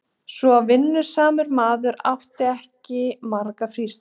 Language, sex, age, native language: Icelandic, female, 40-49, Icelandic